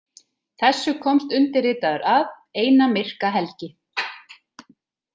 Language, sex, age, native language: Icelandic, female, 30-39, Icelandic